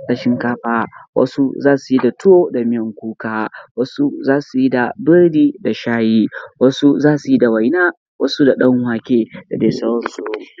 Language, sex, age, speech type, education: Hausa, male, 15-29, spontaneous, primary